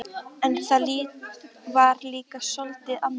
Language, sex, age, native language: Icelandic, female, 13, Icelandic